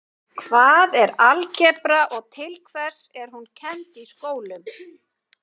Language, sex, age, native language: Icelandic, female, 50-59, Icelandic